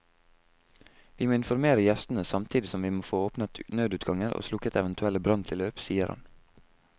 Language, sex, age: Norwegian, male, 22